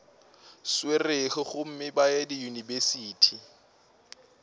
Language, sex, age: Northern Sotho, male, 24